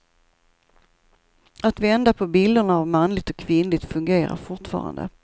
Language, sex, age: Swedish, female, 54